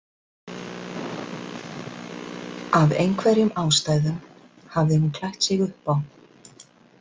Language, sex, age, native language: Icelandic, female, 60-69, Icelandic